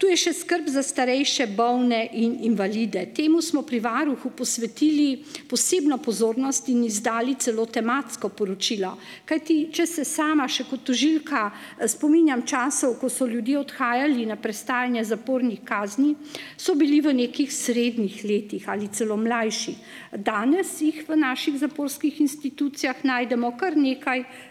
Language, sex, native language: Slovenian, female, Slovenian